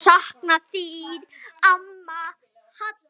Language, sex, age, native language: Icelandic, male, 9, Icelandic